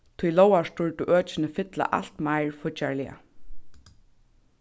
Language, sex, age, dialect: Faroese, female, 15-35, Suðurstreymoy